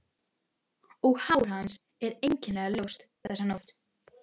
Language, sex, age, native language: Icelandic, female, 12, Icelandic